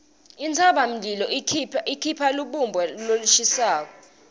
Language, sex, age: Swati, female, 19